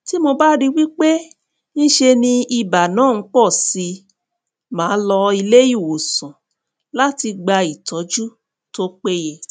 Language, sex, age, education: Yoruba, female, 30-45, tertiary